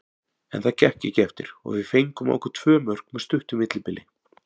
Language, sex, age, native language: Icelandic, male, 40-49, Icelandic